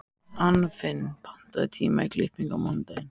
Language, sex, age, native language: Icelandic, male, 14, Icelandic